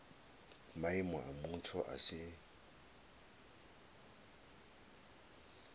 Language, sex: Venda, male